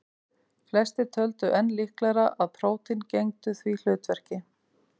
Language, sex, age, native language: Icelandic, female, 50-59, Icelandic